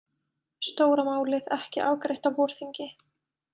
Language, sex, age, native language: Icelandic, female, 20-29, Icelandic